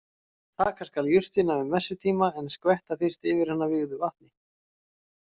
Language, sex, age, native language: Icelandic, male, 40-49, Icelandic